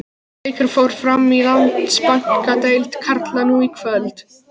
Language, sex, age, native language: Icelandic, female, 20-29, Icelandic